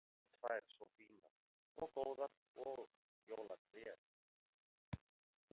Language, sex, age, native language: Icelandic, male, 50-59, Icelandic